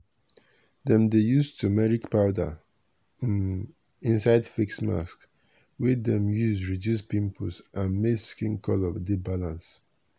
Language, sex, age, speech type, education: Nigerian Pidgin, male, 30-45, spontaneous, tertiary